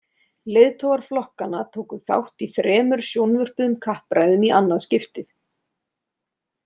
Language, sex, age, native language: Icelandic, female, 30-39, Icelandic